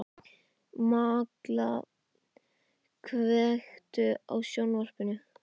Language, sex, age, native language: Icelandic, male, 12, Icelandic